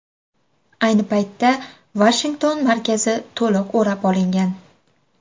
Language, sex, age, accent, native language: Uzbek, female, 25-34, Farg'ona, Uzbek